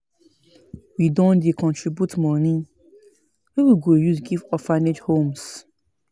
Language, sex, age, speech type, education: Nigerian Pidgin, female, 30-45, spontaneous, tertiary